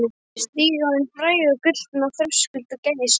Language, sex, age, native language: Icelandic, male, 12, Icelandic